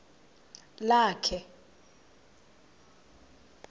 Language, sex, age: Xhosa, female, 26